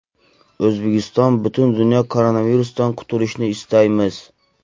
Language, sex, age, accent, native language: Uzbek, male, 25-34, Xorazm, Uzbek